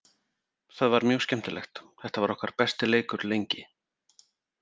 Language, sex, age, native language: Icelandic, male, 40-49, Icelandic